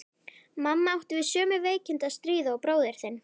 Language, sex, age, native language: Icelandic, male, 11, Icelandic